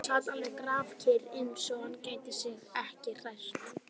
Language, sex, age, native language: Icelandic, female, 12, Icelandic